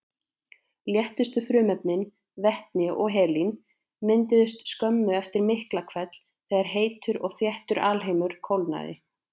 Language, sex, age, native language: Icelandic, female, 20-29, Icelandic